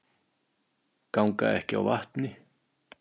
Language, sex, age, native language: Icelandic, male, 50-59, Icelandic